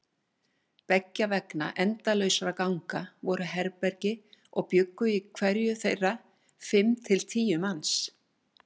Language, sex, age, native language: Icelandic, female, 60-69, Icelandic